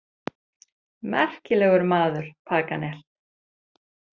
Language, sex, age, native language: Icelandic, female, 30-39, Icelandic